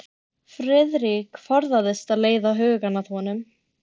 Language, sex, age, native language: Icelandic, female, 13, Icelandic